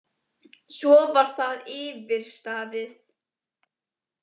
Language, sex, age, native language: Icelandic, female, 20-29, Icelandic